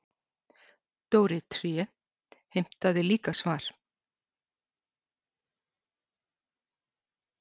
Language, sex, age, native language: Icelandic, female, 60-69, Icelandic